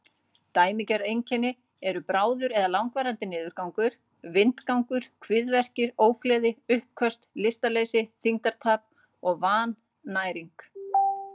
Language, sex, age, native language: Icelandic, female, 40-49, Icelandic